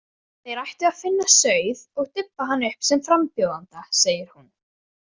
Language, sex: Icelandic, female